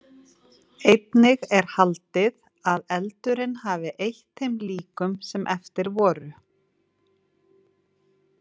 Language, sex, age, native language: Icelandic, female, 40-49, Icelandic